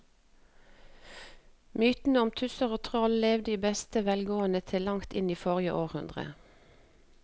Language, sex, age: Norwegian, female, 48